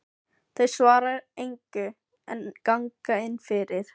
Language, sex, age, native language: Icelandic, female, 15, Filipino